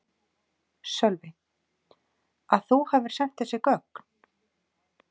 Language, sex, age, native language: Icelandic, female, 40-49, Icelandic